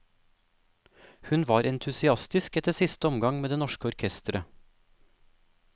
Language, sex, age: Norwegian, male, 28